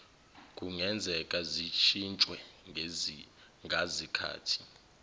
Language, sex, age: Zulu, male, 21